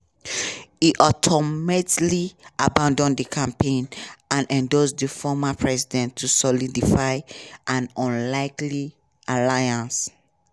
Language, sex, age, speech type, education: Nigerian Pidgin, female, 15-29, spontaneous, tertiary